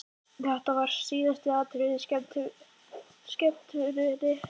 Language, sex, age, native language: Icelandic, male, 11, Icelandic